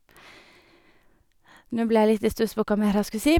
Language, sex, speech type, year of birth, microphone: Norwegian, female, spontaneous, 1989, Sennheiser